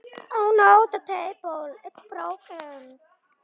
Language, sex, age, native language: Icelandic, male, 9, Icelandic